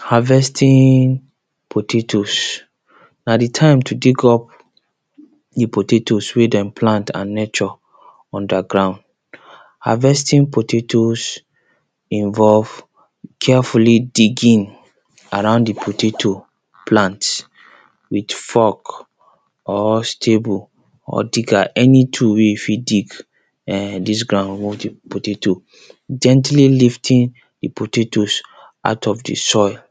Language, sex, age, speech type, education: Nigerian Pidgin, male, 30-45, spontaneous, secondary